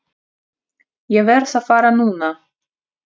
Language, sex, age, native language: Icelandic, female, 30-39, Russian